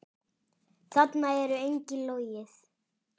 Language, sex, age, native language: Icelandic, male, 10, Icelandic